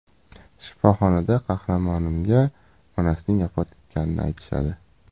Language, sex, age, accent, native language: Uzbek, male, 18-24, Toshkent viloyati, Uzbek